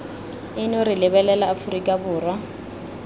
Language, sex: Tswana, female